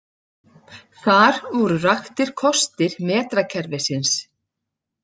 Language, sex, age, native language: Icelandic, female, 40-49, Icelandic